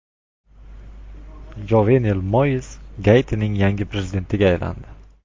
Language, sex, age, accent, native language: Uzbek, male, 25-34, Qashqadaryo, Uzbek